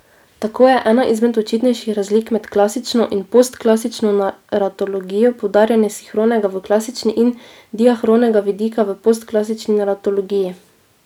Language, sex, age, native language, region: Slovenian, female, 18-29, Slovenian, Drava region